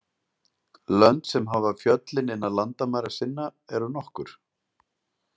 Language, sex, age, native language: Icelandic, male, 40-49, Icelandic